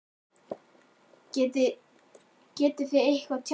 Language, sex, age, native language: Icelandic, male, 12, Icelandic